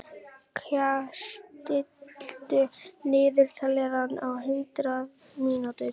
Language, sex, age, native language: Icelandic, female, 11, Icelandic